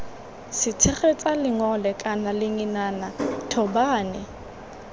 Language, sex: Tswana, female